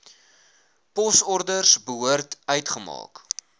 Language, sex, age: Afrikaans, male, 21